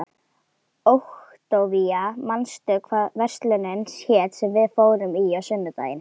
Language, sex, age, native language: Icelandic, female, 11, Icelandic